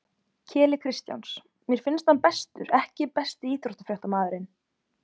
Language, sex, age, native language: Icelandic, female, 20-29, Icelandic